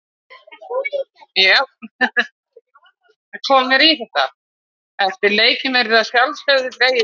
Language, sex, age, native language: Icelandic, female, 60-69, Icelandic